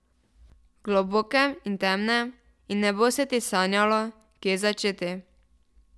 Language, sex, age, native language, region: Slovenian, female, 12-17, Slovenian, Drava region